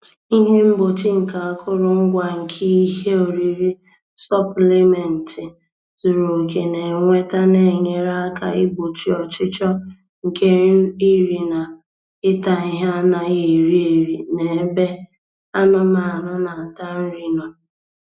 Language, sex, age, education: Igbo, female, 15-29, tertiary